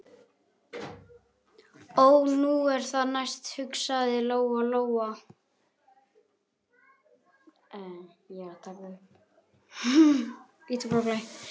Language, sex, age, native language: Icelandic, male, 11, Icelandic